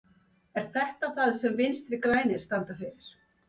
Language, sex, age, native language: Icelandic, female, 50-59, Icelandic